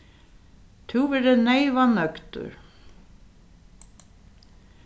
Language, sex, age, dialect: Faroese, female, 61+, Suðurstreymoy